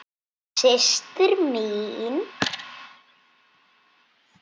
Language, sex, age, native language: Icelandic, male, 8, Icelandic